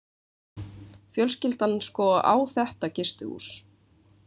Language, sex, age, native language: Icelandic, female, 20-29, Icelandic